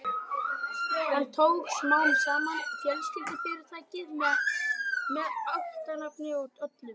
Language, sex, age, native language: Icelandic, male, 12, Icelandic